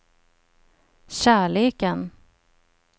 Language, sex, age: Swedish, female, 30